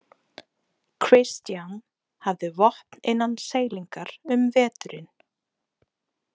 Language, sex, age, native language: Icelandic, female, 20-29, Icelandic